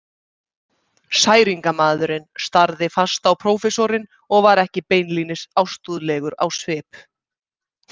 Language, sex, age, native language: Icelandic, female, 30-39, Icelandic